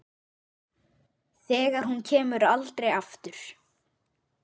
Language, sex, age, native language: Icelandic, male, 8, Icelandic